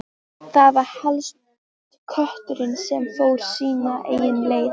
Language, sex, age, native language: Icelandic, female, 13, Icelandic